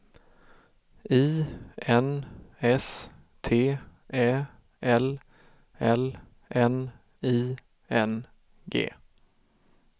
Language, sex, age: Swedish, male, 32